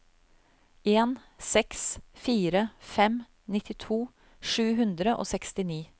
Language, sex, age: Norwegian, female, 35